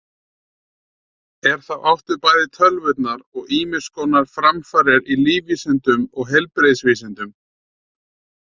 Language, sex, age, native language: Icelandic, male, 30-39, Icelandic